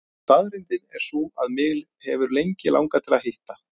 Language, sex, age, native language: Icelandic, male, 30-39, Icelandic